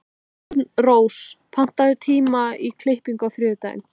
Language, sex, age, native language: Icelandic, female, 12, Icelandic